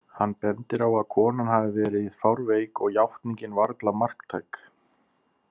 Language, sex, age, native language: Icelandic, male, 30-39, Icelandic